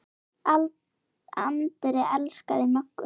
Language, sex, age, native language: Icelandic, female, 9, Icelandic